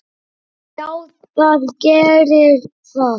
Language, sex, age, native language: Icelandic, male, 9, Icelandic